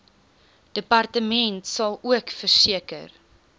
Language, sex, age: Afrikaans, female, 19